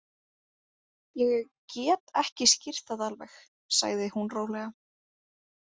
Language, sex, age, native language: Icelandic, female, 18-19, Icelandic